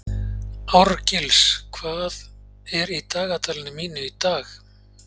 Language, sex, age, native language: Icelandic, male, 40-49, Icelandic